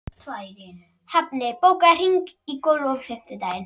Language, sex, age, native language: Icelandic, female, 30-39, Icelandic